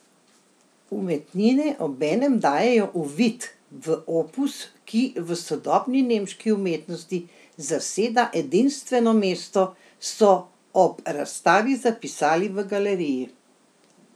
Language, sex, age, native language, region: Slovenian, female, 60+, Slovenian, Central Slovenia